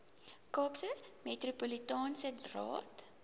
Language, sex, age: Afrikaans, female, 19